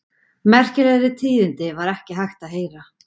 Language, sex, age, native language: Icelandic, female, 40-49, Icelandic